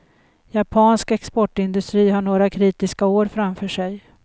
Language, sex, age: Swedish, female, 56